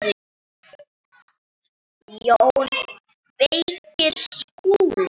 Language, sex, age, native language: Icelandic, female, 9, Icelandic